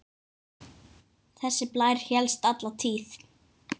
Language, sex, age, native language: Icelandic, female, 10, Icelandic